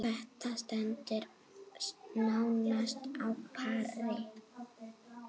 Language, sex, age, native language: Icelandic, female, 8, Icelandic